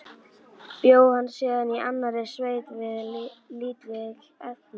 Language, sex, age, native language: Icelandic, female, 11, Icelandic